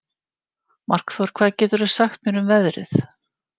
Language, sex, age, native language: Icelandic, female, 50-59, Icelandic